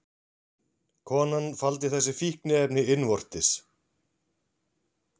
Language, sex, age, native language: Icelandic, male, 40-49, Icelandic